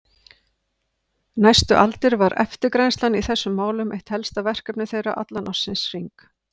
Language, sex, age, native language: Icelandic, female, 50-59, Icelandic